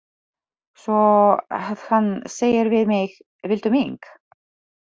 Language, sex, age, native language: Icelandic, female, 40-49, Polish